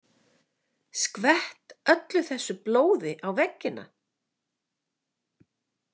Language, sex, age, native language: Icelandic, female, 50-59, Icelandic